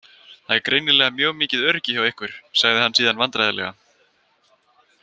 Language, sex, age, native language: Icelandic, female, 18-19, Icelandic